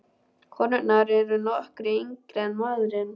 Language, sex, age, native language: Icelandic, male, 12, Icelandic